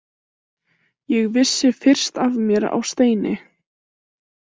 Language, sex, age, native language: Icelandic, female, 18-19, Icelandic